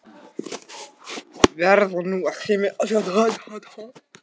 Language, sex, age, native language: Icelandic, other, 60-69, Russian